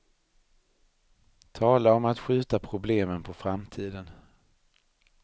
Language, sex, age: Swedish, male, 39